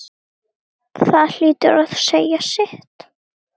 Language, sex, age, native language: Icelandic, female, 9, Icelandic